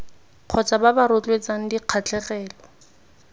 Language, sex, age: Tswana, female, 19